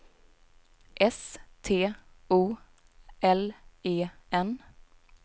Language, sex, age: Swedish, female, 18